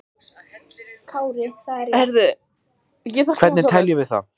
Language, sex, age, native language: Icelandic, male, 18-19, Icelandic